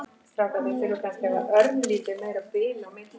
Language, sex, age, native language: Icelandic, male, 7, Icelandic